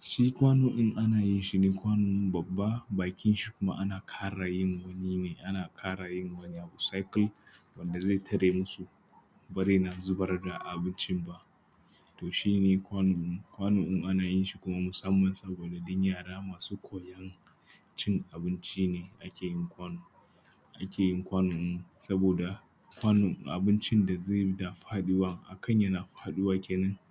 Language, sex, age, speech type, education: Hausa, male, 15-29, spontaneous, primary